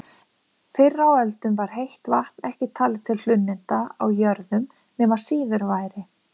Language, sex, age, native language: Icelandic, female, 50-59, Icelandic